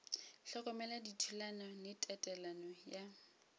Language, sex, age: Northern Sotho, female, 22